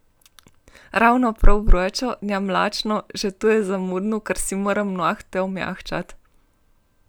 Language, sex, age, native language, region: Slovenian, female, 18-29, Slovenian, Primorsko-notranjska region